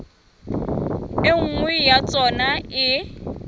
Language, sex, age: Southern Sotho, female, 21